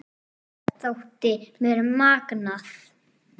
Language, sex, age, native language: Icelandic, male, 9, Icelandic